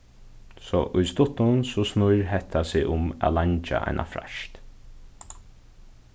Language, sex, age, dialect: Faroese, male, 15-35, Suðurstreymoy